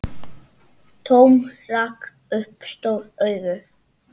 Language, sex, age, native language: Icelandic, female, 7, Icelandic